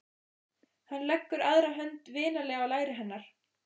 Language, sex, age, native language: Icelandic, female, 15, Icelandic